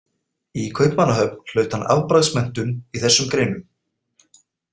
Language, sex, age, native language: Icelandic, male, 40-49, Icelandic